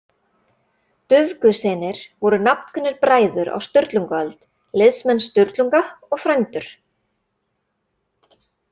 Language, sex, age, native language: Icelandic, female, 30-39, Icelandic